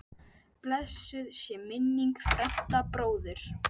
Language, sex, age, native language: Icelandic, female, 10, Icelandic